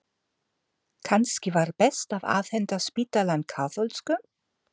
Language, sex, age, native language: Icelandic, female, 50-59, German